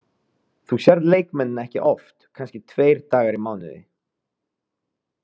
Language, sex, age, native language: Icelandic, male, 30-39, Icelandic